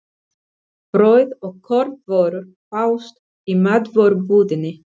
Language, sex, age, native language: Icelandic, female, 40-49, Spanish